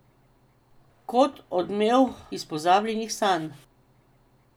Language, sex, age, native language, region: Slovenian, female, 50-59, Slovenian, Drava region